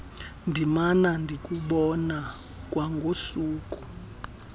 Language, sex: Xhosa, male